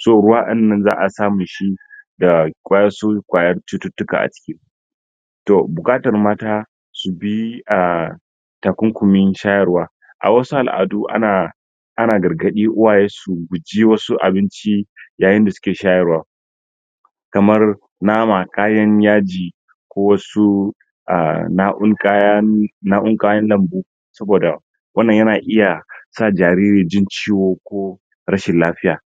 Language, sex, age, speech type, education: Hausa, male, 30-45, spontaneous, tertiary